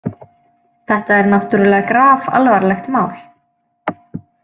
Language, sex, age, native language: Icelandic, female, 20-29, Icelandic